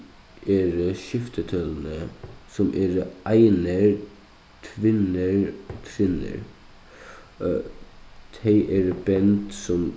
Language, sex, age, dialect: Faroese, male, 15-35, Suðuroy